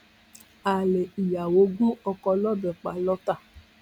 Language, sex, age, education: Yoruba, female, 46-60, tertiary